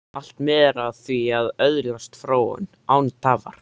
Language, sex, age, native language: Icelandic, male, 13, Icelandic